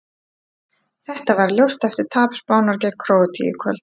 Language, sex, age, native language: Icelandic, female, 30-39, Icelandic